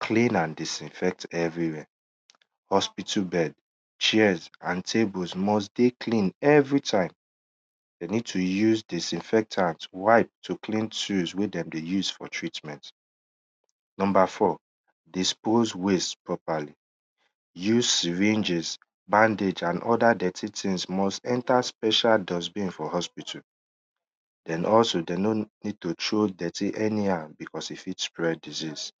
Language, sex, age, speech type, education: Nigerian Pidgin, male, 15-29, spontaneous, tertiary